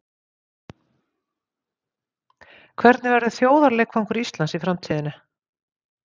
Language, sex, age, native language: Icelandic, female, 50-59, Icelandic